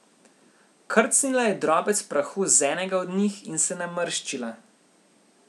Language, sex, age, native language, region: Slovenian, male, 18-29, Slovenian, Central Slovenia